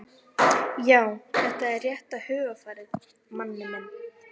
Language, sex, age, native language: Icelandic, female, 11, Icelandic